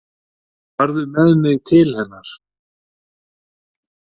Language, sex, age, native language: Icelandic, male, 40-49, Icelandic